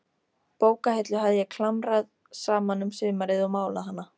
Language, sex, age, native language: Icelandic, female, 13, Icelandic